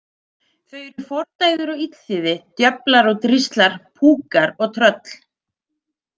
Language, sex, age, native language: Icelandic, female, 30-39, Icelandic